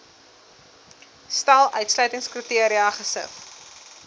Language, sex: Afrikaans, female